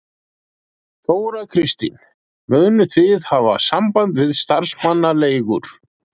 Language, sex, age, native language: Icelandic, male, 40-49, Icelandic